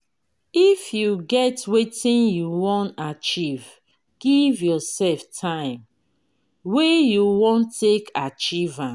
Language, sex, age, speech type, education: Nigerian Pidgin, female, 30-45, spontaneous, tertiary